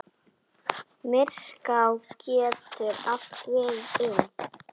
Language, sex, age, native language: Icelandic, female, 8, Icelandic